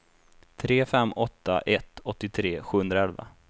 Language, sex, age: Swedish, male, 24